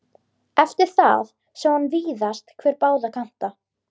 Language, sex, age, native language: Icelandic, female, 12, Icelandic